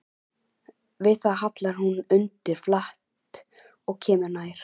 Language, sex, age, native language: Icelandic, female, 11, Icelandic